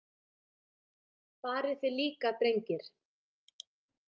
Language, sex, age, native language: Icelandic, female, 30-39, Icelandic